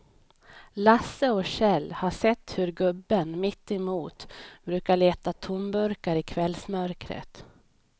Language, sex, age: Swedish, female, 31